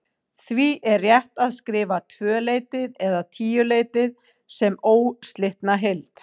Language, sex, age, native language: Icelandic, female, 40-49, Icelandic